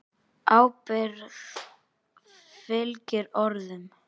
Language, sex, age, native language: Icelandic, male, 8, Icelandic